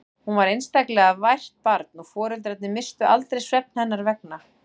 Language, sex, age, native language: Icelandic, female, 40-49, Icelandic